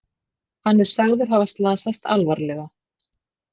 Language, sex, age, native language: Icelandic, female, 50-59, Icelandic